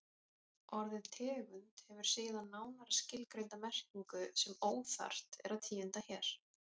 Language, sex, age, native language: Icelandic, female, 30-39, Icelandic